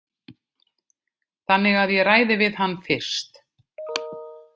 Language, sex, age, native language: Icelandic, female, 50-59, Icelandic